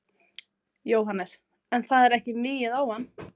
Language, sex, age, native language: Icelandic, female, 20-29, Icelandic